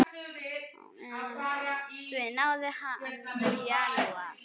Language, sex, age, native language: Icelandic, female, 9, Icelandic